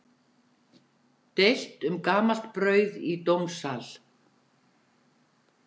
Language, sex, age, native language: Icelandic, female, 70-79, Icelandic